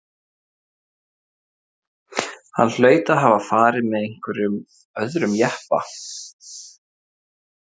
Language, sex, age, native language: Icelandic, male, 30-39, Icelandic